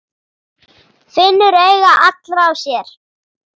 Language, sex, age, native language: Icelandic, female, 8, Icelandic